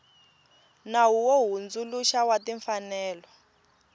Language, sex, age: Tsonga, female, 20